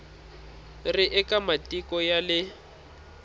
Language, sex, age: Tsonga, male, 26